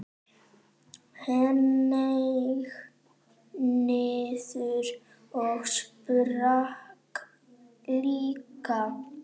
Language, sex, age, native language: Icelandic, female, 9, Icelandic